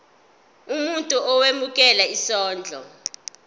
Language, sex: Zulu, female